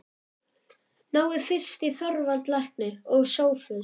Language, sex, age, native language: Icelandic, male, 11, Icelandic